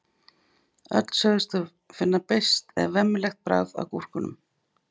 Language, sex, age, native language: Icelandic, female, 50-59, Icelandic